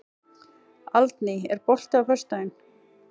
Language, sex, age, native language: Icelandic, female, 40-49, Icelandic